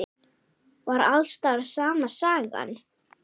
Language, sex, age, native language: Icelandic, male, 10, Icelandic